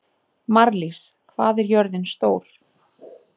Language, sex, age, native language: Icelandic, female, 30-39, Icelandic